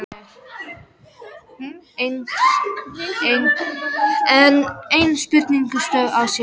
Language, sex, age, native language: Icelandic, female, 12, Icelandic